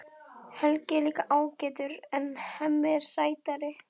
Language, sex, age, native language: Icelandic, female, 12, Icelandic